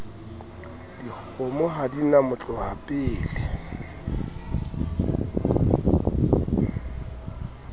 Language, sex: Southern Sotho, male